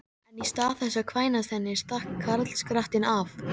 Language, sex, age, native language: Icelandic, female, 13, Icelandic